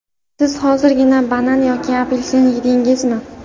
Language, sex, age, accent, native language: Uzbek, female, under 19, Qashqadaryo, Uzbek